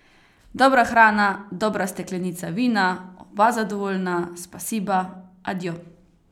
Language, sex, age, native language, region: Slovenian, female, 18-29, Slovenian, Carinthia region